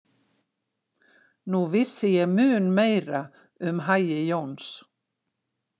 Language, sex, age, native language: Icelandic, female, 60-69, Icelandic